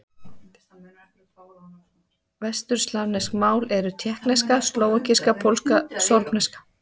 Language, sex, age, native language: Icelandic, female, 40-49, Icelandic